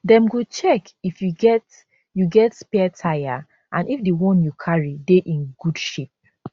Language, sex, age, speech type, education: Nigerian Pidgin, female, 15-29, spontaneous, tertiary